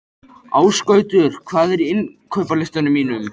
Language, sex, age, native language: Icelandic, male, 13, Icelandic